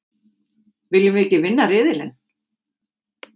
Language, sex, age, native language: Icelandic, female, 50-59, Icelandic